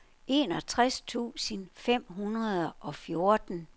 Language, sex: Danish, female